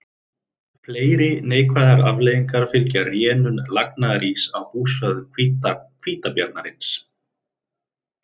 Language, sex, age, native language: Icelandic, male, 30-39, Icelandic